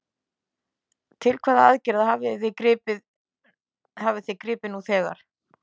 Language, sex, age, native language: Icelandic, female, 50-59, Icelandic